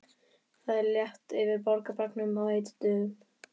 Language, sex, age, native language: Icelandic, male, 11, Icelandic